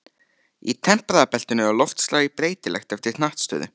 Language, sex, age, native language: Icelandic, male, 13, Icelandic